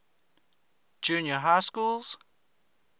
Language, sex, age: English, male, 20